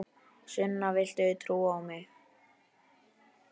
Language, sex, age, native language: Icelandic, male, 10, Icelandic